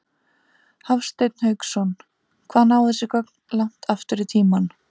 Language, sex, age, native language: Icelandic, female, 30-39, Icelandic